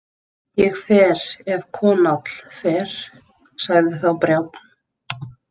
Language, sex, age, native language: Icelandic, female, 20-29, Icelandic